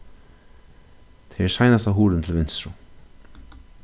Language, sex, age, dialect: Faroese, male, 36-60, Suðurstreymoy